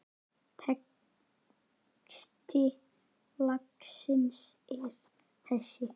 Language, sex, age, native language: Icelandic, male, 9, Icelandic